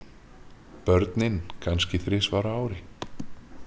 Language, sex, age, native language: Icelandic, male, 30-39, Icelandic